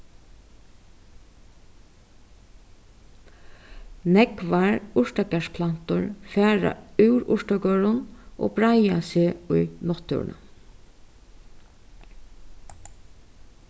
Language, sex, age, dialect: Faroese, female, 36-60, Suðurstreymoy